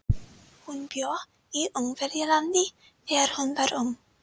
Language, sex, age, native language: Icelandic, female, 30-39, Icelandic